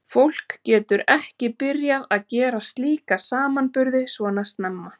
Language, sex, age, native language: Icelandic, female, 30-39, Icelandic